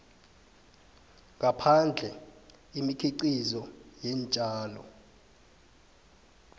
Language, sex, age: South Ndebele, male, 23